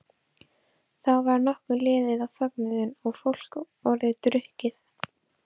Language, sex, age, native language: Icelandic, female, 12, Icelandic